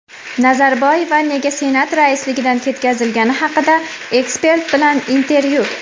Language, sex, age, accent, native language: Uzbek, female, 19-29, Farg'ona, Uzbek